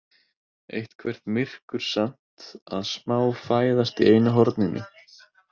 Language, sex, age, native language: Icelandic, male, 20-29, Icelandic